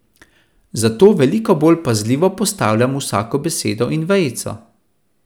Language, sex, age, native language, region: Slovenian, male, 30-49, Slovenian, Central Slovenia